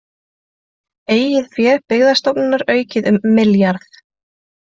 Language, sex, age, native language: Icelandic, female, 20-29, Icelandic